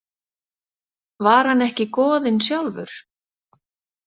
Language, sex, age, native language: Icelandic, female, 40-49, Icelandic